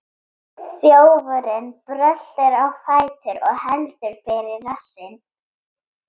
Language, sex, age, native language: Icelandic, female, 13, Icelandic